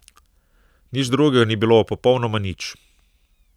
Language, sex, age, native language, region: Slovenian, male, 30-49, Slovenian, Southeast Slovenia